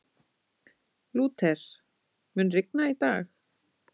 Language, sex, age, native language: Icelandic, female, 30-39, Icelandic